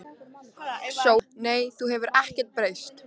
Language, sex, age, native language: Icelandic, female, 13, Icelandic